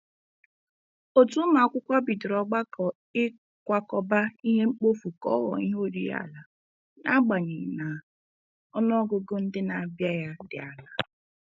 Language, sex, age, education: Igbo, female, 30-45, tertiary